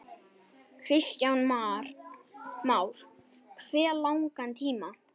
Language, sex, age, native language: Icelandic, male, 9, Icelandic